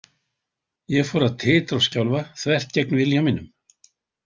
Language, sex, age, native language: Icelandic, male, 80-89, Icelandic